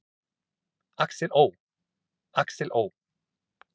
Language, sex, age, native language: Icelandic, male, 30-39, Icelandic